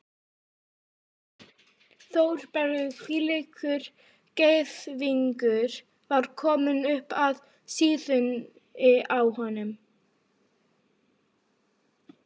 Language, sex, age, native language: Icelandic, female, 12, Icelandic